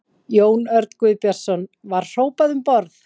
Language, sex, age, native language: Icelandic, female, 20-29, Icelandic